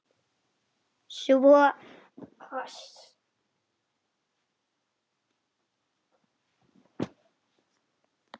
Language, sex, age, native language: Icelandic, female, 10, Icelandic